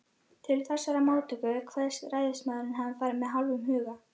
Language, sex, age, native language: Icelandic, female, 12, Icelandic